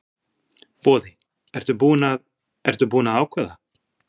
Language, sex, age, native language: Icelandic, male, 40-49, Icelandic